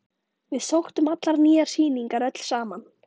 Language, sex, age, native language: Icelandic, female, 13, Icelandic